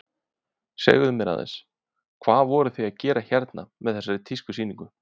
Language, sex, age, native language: Icelandic, male, 30-39, Icelandic